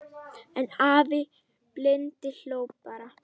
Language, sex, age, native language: Icelandic, female, 10, Icelandic